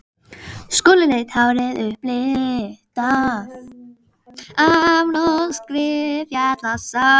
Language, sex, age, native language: Icelandic, female, 11, Icelandic